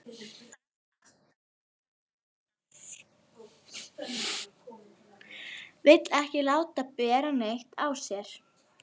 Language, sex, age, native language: Icelandic, female, 11, Icelandic